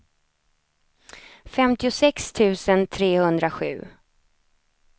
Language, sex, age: Swedish, female, 28